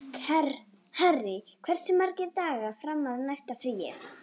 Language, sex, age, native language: Icelandic, female, 14, Icelandic